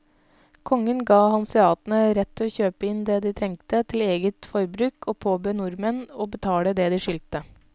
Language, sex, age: Norwegian, female, 32